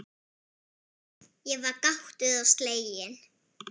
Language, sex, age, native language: Icelandic, female, 7, Icelandic